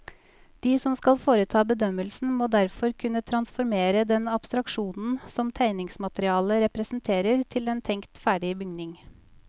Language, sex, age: Norwegian, female, 28